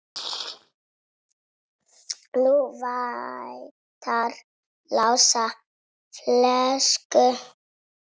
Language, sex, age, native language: Icelandic, male, 6, Italian